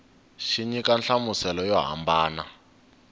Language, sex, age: Tsonga, male, 19